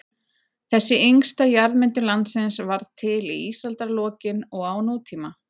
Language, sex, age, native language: Icelandic, female, 40-49, Icelandic